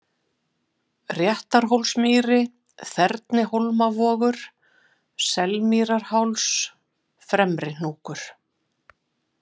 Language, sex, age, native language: Icelandic, female, 50-59, Icelandic